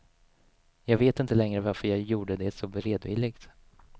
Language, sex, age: Swedish, male, 27